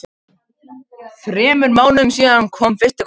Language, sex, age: Icelandic, other, 50-59